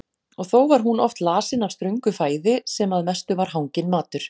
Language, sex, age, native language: Icelandic, female, 40-49, Icelandic